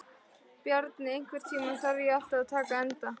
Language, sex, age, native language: Icelandic, female, 13, Icelandic